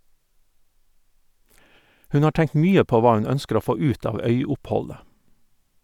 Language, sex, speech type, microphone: Norwegian, male, read, Sennheiser